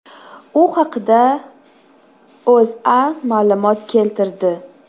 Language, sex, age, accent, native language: Uzbek, female, 19-29, Toshkent shahri, Uzbek